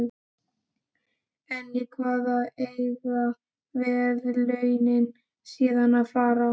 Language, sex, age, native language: Icelandic, male, 12, Icelandic